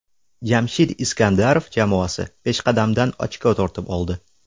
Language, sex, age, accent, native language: Uzbek, male, 18-24, Buxoro, Uzbek